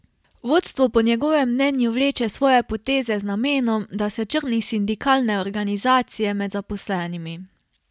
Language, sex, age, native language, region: Slovenian, female, 18-29, Slovenian, Carinthia region